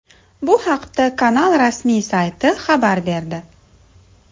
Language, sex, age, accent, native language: Uzbek, female, 30-39, Samarqand, Uzbek